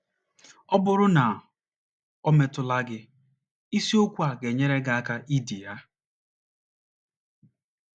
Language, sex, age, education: Igbo, male, 30-45, tertiary